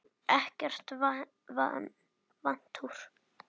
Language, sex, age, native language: Icelandic, male, 10, Icelandic